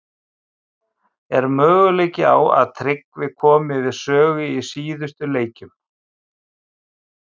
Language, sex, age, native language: Icelandic, male, 50-59, Icelandic